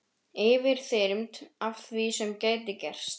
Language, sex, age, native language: Icelandic, male, 12, Icelandic